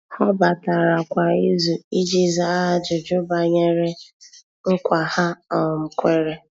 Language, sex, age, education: Igbo, female, 15-29, tertiary